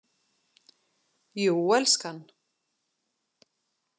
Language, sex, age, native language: Icelandic, female, 40-49, Icelandic